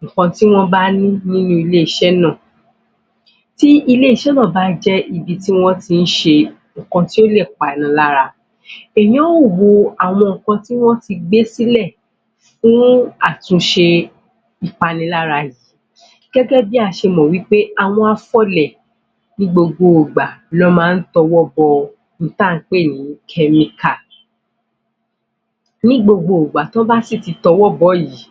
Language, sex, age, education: Yoruba, female, 15-29, tertiary